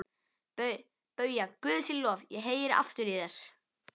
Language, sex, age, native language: Icelandic, male, 11, Icelandic